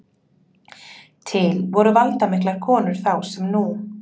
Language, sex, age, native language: Icelandic, female, 30-39, Icelandic